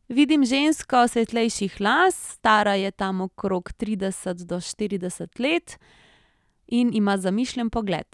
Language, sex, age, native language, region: Slovenian, female, 30-49, Slovenian, Central Slovenia